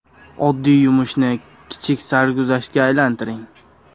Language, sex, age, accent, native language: Uzbek, male, 18-24, Toshkent shahri, Uzbek